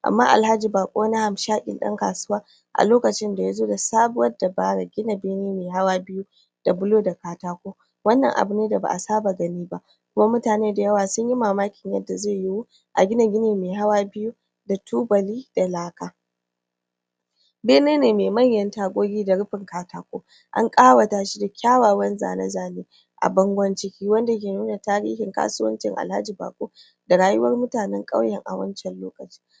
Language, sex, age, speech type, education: Hausa, female, 15-29, spontaneous, primary